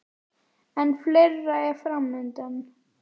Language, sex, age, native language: Icelandic, female, 10, Icelandic